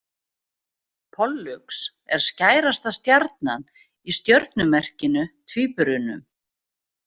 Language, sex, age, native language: Icelandic, female, 40-49, Icelandic